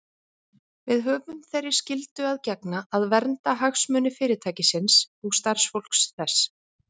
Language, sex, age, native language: Icelandic, female, 40-49, Icelandic